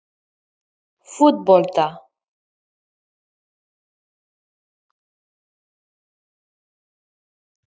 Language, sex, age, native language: Icelandic, female, 30-39, Icelandic